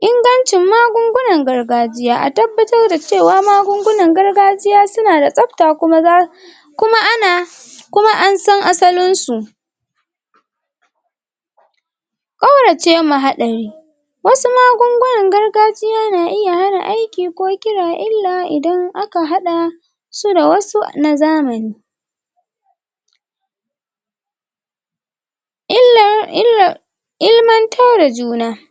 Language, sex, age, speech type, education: Hausa, female, 46-60, spontaneous, secondary